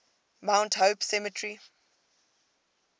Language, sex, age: English, female, 22